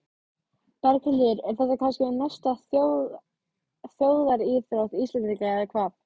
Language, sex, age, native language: Icelandic, female, 13, Icelandic